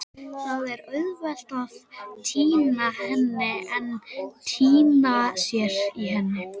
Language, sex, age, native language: Icelandic, male, 18-19, Icelandic